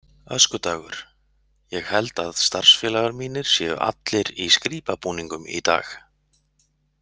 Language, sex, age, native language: Icelandic, male, 40-49, Icelandic